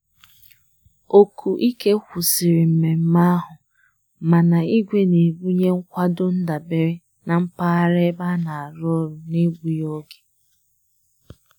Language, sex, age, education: Igbo, female, 30-45, tertiary